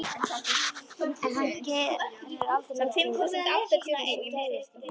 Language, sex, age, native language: Icelandic, female, 11, Icelandic